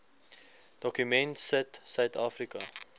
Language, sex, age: Afrikaans, male, 19